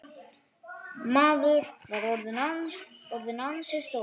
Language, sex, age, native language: Icelandic, male, 9, Icelandic